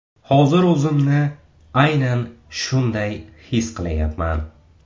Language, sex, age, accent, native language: Uzbek, male, 18-24, Samarqand, Uzbek